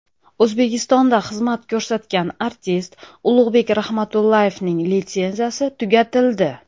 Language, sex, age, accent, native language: Uzbek, female, 30-39, Andijon, Uzbek